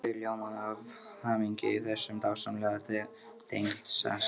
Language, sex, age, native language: Icelandic, male, 13, Icelandic